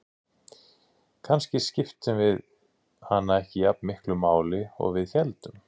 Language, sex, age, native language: Icelandic, male, 40-49, Icelandic